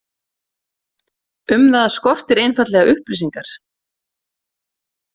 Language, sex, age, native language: Icelandic, female, 40-49, Icelandic